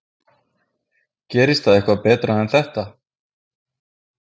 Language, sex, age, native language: Icelandic, male, 20-29, Icelandic